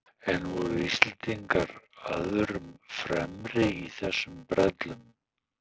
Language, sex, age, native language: Icelandic, male, 60-69, Icelandic